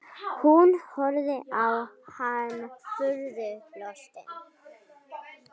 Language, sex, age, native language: Icelandic, female, 12, Icelandic